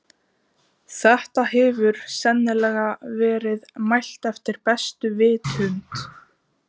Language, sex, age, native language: Icelandic, female, 15, Icelandic